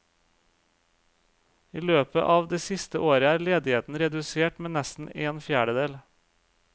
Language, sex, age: Norwegian, male, 35